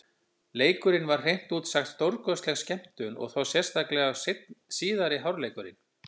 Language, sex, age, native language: Icelandic, male, 50-59, Icelandic